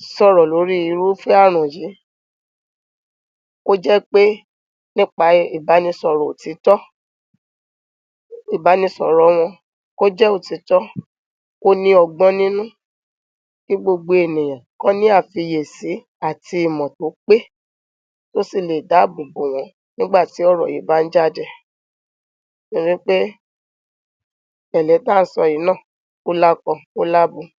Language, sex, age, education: Yoruba, female, 30-45, tertiary